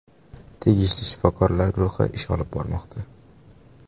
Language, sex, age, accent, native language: Uzbek, male, 18-24, Farg'ona, Uzbek